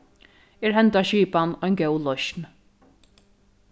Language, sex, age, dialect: Faroese, female, 36-60, Norðurstreymoy/Eysturoy